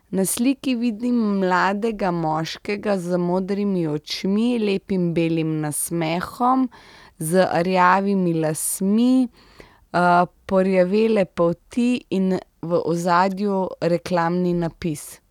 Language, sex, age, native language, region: Slovenian, female, 30-49, Slovenian, Central Slovenia